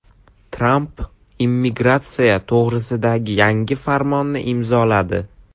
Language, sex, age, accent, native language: Uzbek, male, 12-17, Samarqand, Uzbek